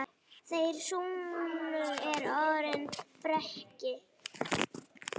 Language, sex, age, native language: Icelandic, female, 8, Icelandic